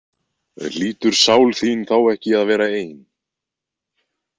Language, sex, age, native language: Icelandic, male, 20-29, Icelandic